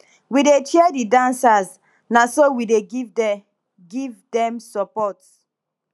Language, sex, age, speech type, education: Nigerian Pidgin, female, 15-29, spontaneous, tertiary